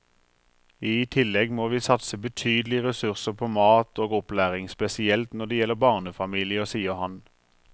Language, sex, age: Norwegian, male, 43